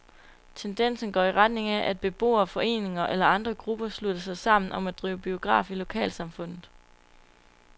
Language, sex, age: Danish, female, 22